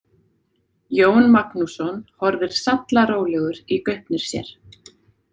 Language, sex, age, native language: Icelandic, female, 30-39, Icelandic